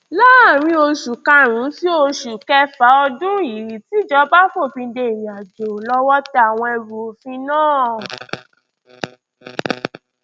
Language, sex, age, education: Yoruba, female, 15-29, tertiary